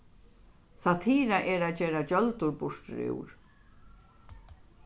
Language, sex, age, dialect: Faroese, female, 36-60, Norðurstreymoy/Eysturoy